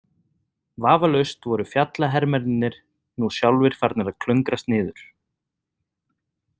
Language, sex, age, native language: Icelandic, male, 30-39, Icelandic